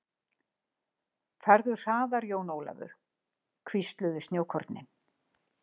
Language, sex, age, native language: Icelandic, female, 60-69, Icelandic